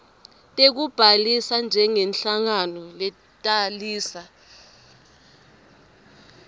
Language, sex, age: Swati, female, 22